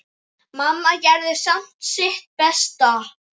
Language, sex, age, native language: Icelandic, male, 9, Icelandic